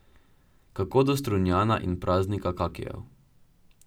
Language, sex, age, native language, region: Slovenian, male, 12-17, Slovenian, Drava region